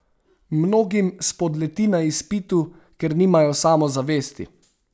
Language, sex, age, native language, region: Slovenian, male, 18-29, Slovenian, Savinja region